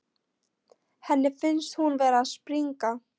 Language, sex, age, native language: Icelandic, female, 13, Polish